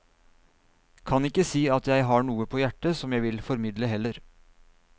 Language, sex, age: Norwegian, male, 39